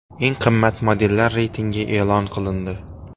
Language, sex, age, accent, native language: Uzbek, male, 18-24, Xorazm, Uzbek